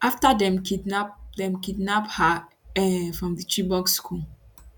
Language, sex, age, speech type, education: Nigerian Pidgin, female, 15-29, spontaneous, tertiary